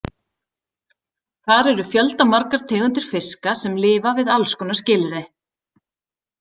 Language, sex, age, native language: Icelandic, female, 30-39, Icelandic